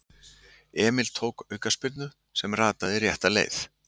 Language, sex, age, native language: Icelandic, male, 60-69, Icelandic